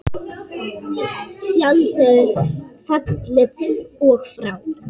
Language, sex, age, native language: Icelandic, female, 8, Icelandic